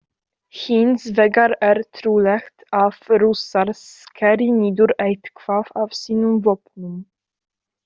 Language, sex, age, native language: Icelandic, female, 18-19, Icelandic